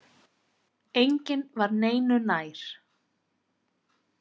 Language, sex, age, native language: Icelandic, female, 30-39, Icelandic